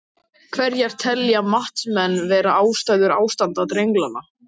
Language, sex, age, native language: Icelandic, male, 13, Icelandic